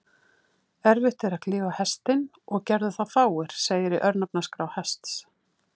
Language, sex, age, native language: Icelandic, female, 50-59, Icelandic